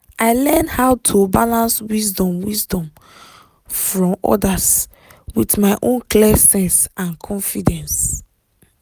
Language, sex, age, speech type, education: Nigerian Pidgin, female, 15-29, spontaneous, tertiary